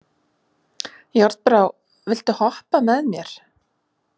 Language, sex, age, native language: Icelandic, female, 40-49, Icelandic